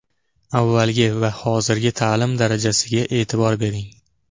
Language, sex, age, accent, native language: Uzbek, male, 18-24, Farg'ona, Uzbek